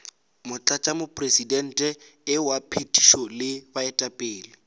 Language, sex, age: Northern Sotho, male, 18